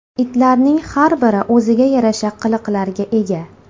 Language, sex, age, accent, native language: Uzbek, female, 25-34, Toshkent shahri, Uzbek